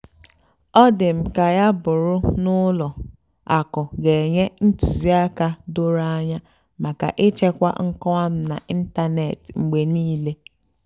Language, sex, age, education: Igbo, female, 15-29, tertiary